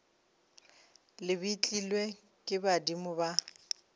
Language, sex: Northern Sotho, female